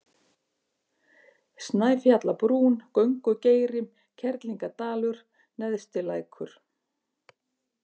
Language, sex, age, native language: Icelandic, female, 50-59, Icelandic